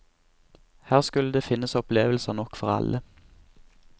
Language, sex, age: Norwegian, male, 24